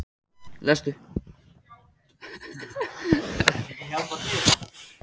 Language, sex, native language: Icelandic, male, Icelandic